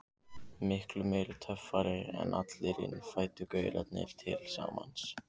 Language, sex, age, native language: Icelandic, other, 15, Icelandic